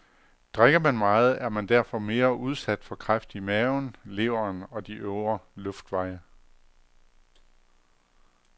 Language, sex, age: Danish, male, 48